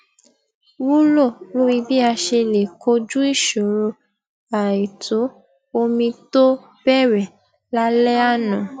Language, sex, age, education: Yoruba, female, 15-29, tertiary